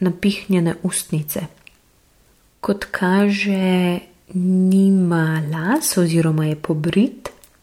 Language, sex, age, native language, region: Slovenian, female, 18-29, Slovenian, Gorenjska region